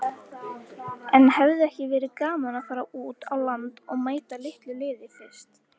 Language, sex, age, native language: Icelandic, female, 18-19, Icelandic